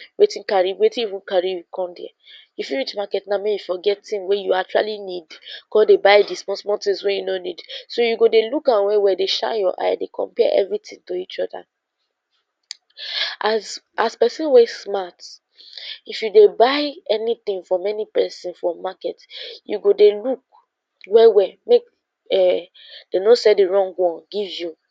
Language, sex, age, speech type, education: Nigerian Pidgin, female, 15-29, spontaneous, secondary